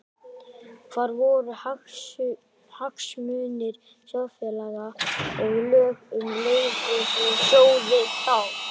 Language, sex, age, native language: Icelandic, other, 11, Icelandic